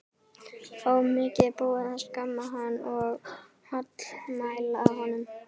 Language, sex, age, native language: Icelandic, female, 12, Icelandic